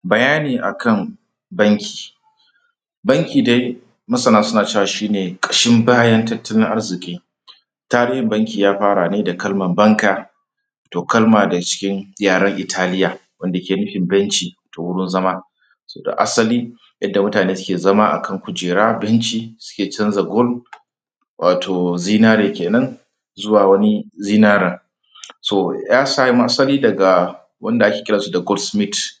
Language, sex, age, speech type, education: Hausa, male, 30-45, spontaneous, secondary